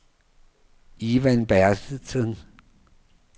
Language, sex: Danish, male